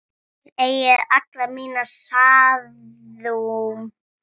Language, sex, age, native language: Icelandic, female, 6, Icelandic